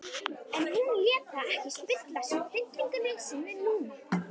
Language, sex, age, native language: Icelandic, female, 13, Icelandic